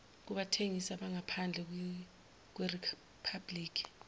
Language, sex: Zulu, female